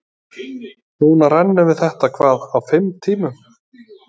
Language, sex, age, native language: Icelandic, male, 30-39, Icelandic